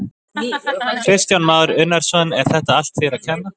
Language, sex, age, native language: Icelandic, male, 20-29, Icelandic